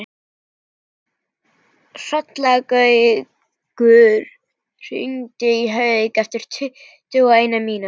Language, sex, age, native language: Icelandic, female, 11, Icelandic